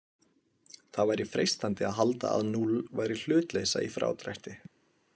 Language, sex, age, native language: Icelandic, male, 20-29, Icelandic